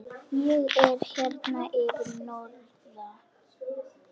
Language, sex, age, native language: Icelandic, female, 10, Icelandic